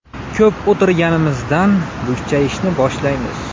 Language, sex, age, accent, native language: Uzbek, male, 18-24, Andijon, Uzbek